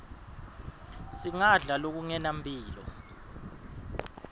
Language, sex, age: Swati, male, 22